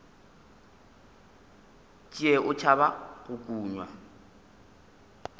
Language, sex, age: Northern Sotho, male, 21